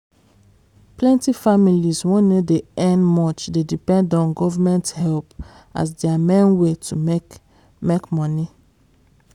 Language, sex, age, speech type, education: Nigerian Pidgin, female, 15-29, spontaneous, secondary